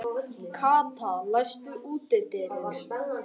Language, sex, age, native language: Icelandic, male, 18-19, Icelandic